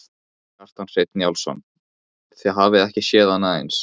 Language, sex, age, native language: Icelandic, male, 15, Icelandic